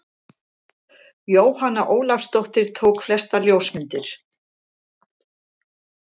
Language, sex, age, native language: Icelandic, female, 70-79, Icelandic